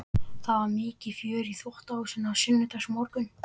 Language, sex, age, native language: Icelandic, male, 12, Icelandic